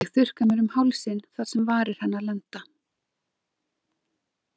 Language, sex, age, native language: Icelandic, female, 30-39, Icelandic